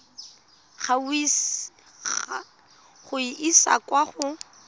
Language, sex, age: Tswana, female, 19